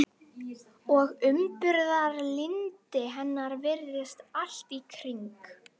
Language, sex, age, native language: Icelandic, female, 12, Icelandic